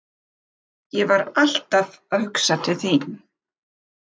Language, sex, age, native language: Icelandic, female, 50-59, German